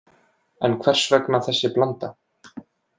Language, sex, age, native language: Icelandic, male, 20-29, Icelandic